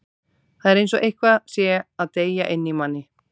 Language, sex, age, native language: Icelandic, female, 30-39, Icelandic